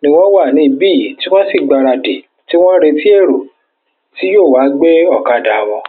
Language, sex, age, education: Yoruba, female, 15-29, secondary